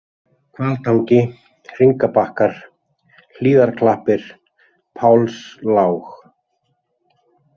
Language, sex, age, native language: Icelandic, male, 30-39, Icelandic